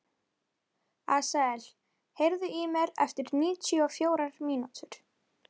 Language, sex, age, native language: Icelandic, female, 11, Icelandic